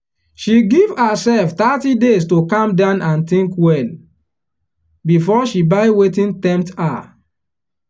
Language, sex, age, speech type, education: Nigerian Pidgin, male, 15-29, spontaneous, tertiary